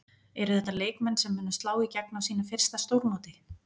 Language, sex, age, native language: Icelandic, female, 40-49, Icelandic